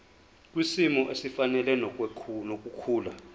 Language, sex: Zulu, male